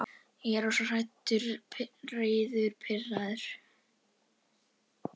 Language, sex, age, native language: Icelandic, female, 11, Icelandic